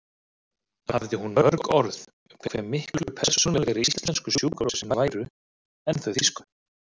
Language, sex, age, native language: Icelandic, male, 30-39, Icelandic